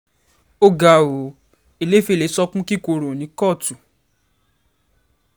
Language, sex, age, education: Yoruba, male, 15-29, secondary